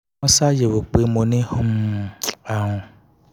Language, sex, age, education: Yoruba, male, 15-29, tertiary